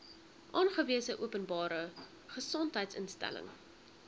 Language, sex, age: Afrikaans, female, 21